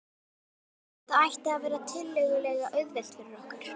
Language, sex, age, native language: Icelandic, female, 12, Icelandic